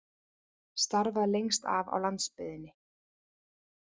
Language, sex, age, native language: Icelandic, female, 30-39, Icelandic